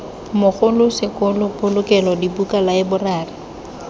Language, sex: Tswana, female